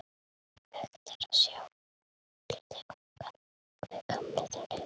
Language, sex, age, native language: Icelandic, male, 70-79, Icelandic